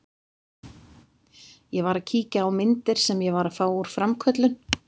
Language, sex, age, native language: Icelandic, female, 50-59, Icelandic